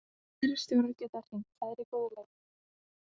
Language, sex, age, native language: Icelandic, female, 18-19, Icelandic